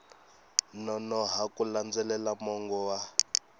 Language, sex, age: Tsonga, male, 26